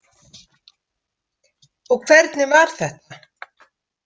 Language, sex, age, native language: Icelandic, female, 50-59, Icelandic